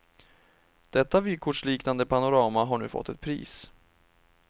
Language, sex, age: Swedish, male, 31